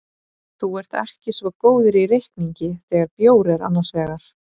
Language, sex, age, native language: Icelandic, female, 30-39, Icelandic